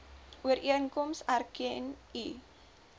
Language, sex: Afrikaans, female